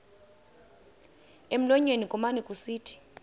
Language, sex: Xhosa, female